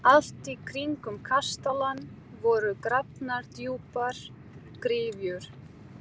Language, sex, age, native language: Icelandic, female, 30-39, Portuguese